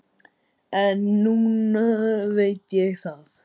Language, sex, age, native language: Icelandic, male, 10, Icelandic